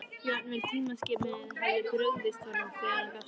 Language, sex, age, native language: Icelandic, female, 13, Icelandic